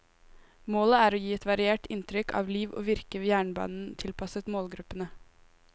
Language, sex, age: Norwegian, female, 18